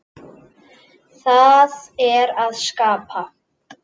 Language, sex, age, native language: Icelandic, female, 10, Icelandic